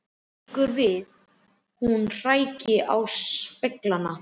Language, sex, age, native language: Icelandic, male, 12, Icelandic